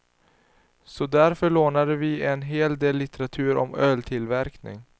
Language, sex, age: Swedish, male, 19